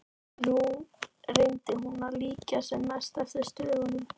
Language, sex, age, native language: Icelandic, female, 12, Icelandic